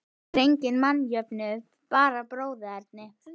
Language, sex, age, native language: Icelandic, female, 12, Icelandic